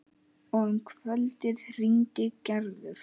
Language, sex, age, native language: Icelandic, male, 9, Icelandic